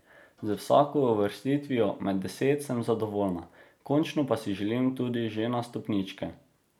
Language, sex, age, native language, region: Slovenian, male, 18-29, Slovenian, Drava region